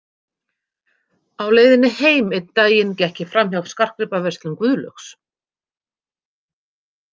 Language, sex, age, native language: Icelandic, female, 50-59, Icelandic